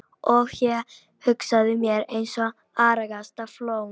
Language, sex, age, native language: Icelandic, female, 18-19, Polish